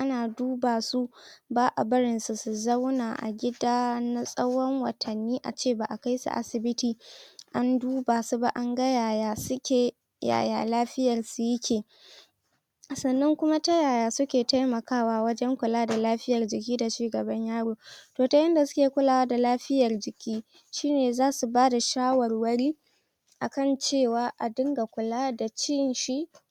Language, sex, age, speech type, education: Hausa, female, 15-29, spontaneous, tertiary